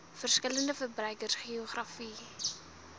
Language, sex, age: Afrikaans, female, 20